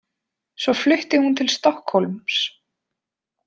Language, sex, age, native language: Icelandic, female, 20-29, Icelandic